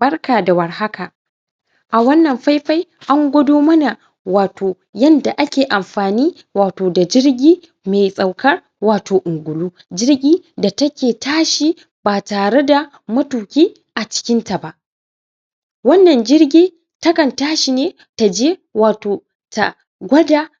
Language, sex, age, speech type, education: Hausa, male, 15-29, spontaneous, primary